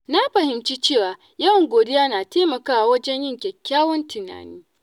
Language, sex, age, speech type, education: Hausa, female, 15-29, spontaneous, tertiary